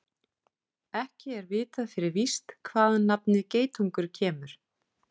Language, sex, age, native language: Icelandic, female, 40-49, Icelandic